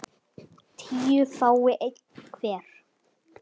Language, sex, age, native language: Icelandic, male, 10, Icelandic